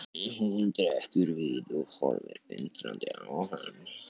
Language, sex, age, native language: Icelandic, other, 14, Icelandic